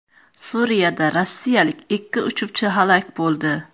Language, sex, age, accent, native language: Uzbek, female, 35+, Qoraqalpog'iston, Karakalpak